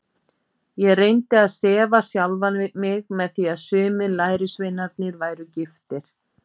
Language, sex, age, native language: Icelandic, female, 50-59, Icelandic